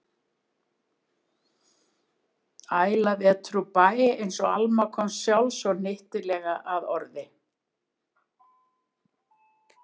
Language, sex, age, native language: Icelandic, female, 70-79, Icelandic